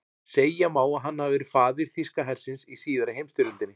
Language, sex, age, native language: Icelandic, male, 40-49, Icelandic